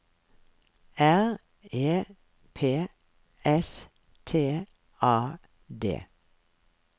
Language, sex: Norwegian, female